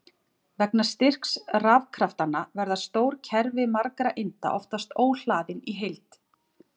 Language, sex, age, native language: Icelandic, female, 40-49, Icelandic